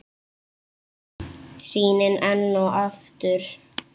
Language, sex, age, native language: Icelandic, male, 8, Icelandic